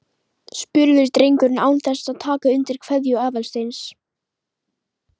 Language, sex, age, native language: Icelandic, female, 11, Icelandic